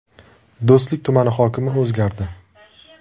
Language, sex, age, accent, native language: Uzbek, male, 19-29, Surxondaryo, Uzbek